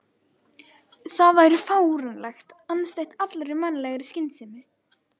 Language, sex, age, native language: Icelandic, female, 12, Icelandic